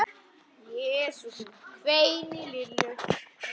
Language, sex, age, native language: Icelandic, male, 10, Icelandic